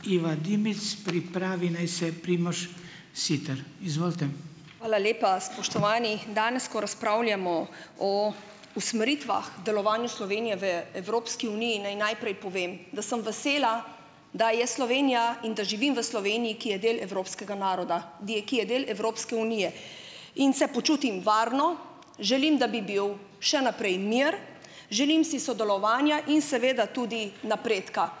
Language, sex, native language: Slovenian, female, Slovenian